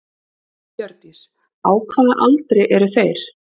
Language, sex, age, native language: Icelandic, female, 30-39, Icelandic